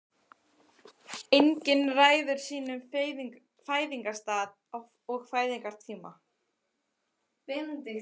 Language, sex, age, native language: Icelandic, female, 12, Icelandic